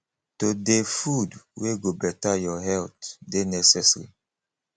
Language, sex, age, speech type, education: Nigerian Pidgin, male, 30-45, spontaneous, tertiary